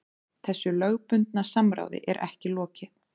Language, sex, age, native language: Icelandic, female, 30-39, Icelandic